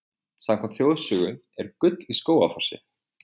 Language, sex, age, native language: Icelandic, male, 20-29, Icelandic